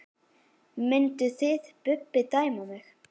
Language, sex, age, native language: Icelandic, female, 10, Icelandic